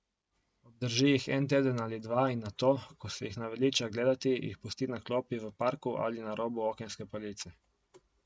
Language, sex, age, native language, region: Slovenian, male, 18-29, Slovenian, Coastal Karst region